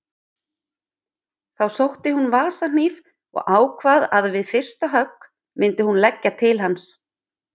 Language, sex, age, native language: Icelandic, female, 50-59, Icelandic